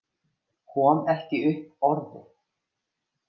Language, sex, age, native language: Icelandic, female, 50-59, Icelandic